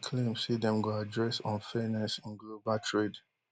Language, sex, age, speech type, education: Nigerian Pidgin, male, 15-29, spontaneous, tertiary